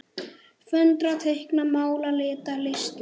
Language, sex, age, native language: Icelandic, male, 8, Icelandic